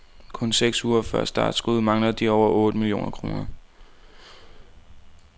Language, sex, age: Danish, male, 19